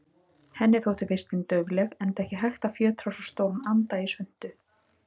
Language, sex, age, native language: Icelandic, female, 30-39, Icelandic